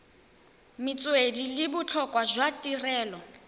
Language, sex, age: Tswana, female, 18